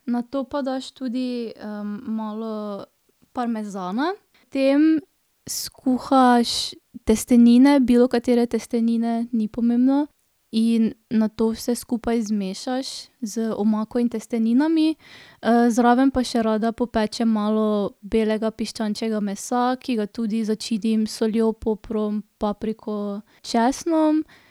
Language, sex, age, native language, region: Slovenian, female, 18-29, Slovenian, Drava region